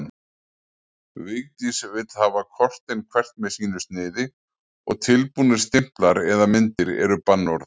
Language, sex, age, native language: Icelandic, male, 40-49, Icelandic